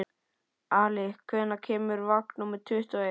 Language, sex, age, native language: Icelandic, male, 11, Icelandic